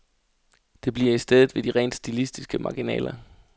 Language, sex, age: Danish, male, 33